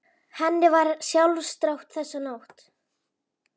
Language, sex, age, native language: Icelandic, female, 11, Icelandic